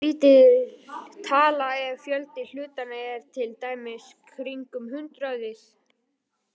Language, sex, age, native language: Icelandic, male, 18-19, Icelandic